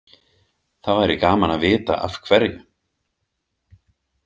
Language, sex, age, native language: Icelandic, male, 50-59, Icelandic